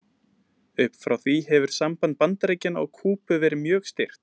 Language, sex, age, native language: Icelandic, male, 20-29, Icelandic